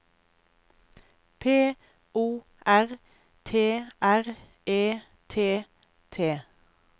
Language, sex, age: Norwegian, female, 32